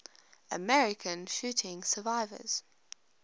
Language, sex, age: English, female, 21